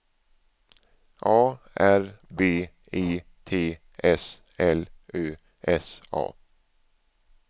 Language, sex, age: Swedish, male, 47